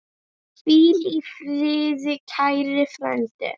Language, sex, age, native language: Icelandic, female, 8, Icelandic